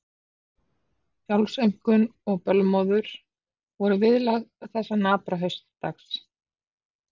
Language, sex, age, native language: Icelandic, female, 40-49, Icelandic